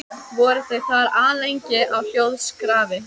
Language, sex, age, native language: Icelandic, female, 15, Icelandic